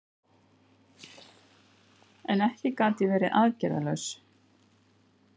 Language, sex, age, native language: Icelandic, female, 50-59, Icelandic